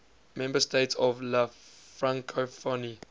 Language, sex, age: English, male, 20